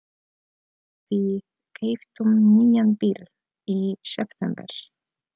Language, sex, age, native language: Icelandic, female, 30-39, Polish